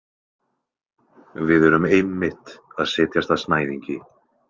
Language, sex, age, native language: Icelandic, male, 20-29, Icelandic